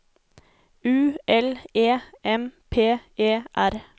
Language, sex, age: Norwegian, female, 24